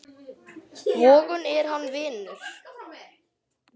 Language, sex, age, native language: Icelandic, male, 10, Icelandic